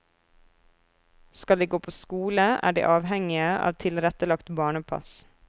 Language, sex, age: Norwegian, female, 24